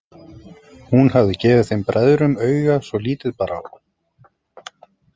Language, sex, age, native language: Icelandic, male, 30-39, Icelandic